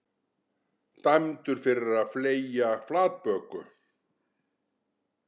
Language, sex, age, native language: Icelandic, male, 60-69, Icelandic